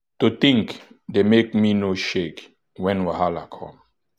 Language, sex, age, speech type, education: Nigerian Pidgin, male, 15-29, spontaneous, tertiary